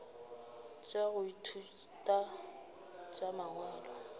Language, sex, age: Northern Sotho, female, 27